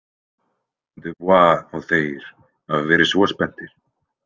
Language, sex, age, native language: Icelandic, male, 20-29, Icelandic